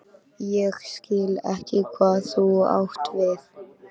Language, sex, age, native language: Icelandic, male, 13, Icelandic